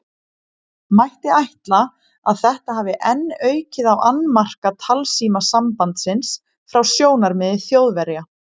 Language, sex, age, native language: Icelandic, female, 20-29, Icelandic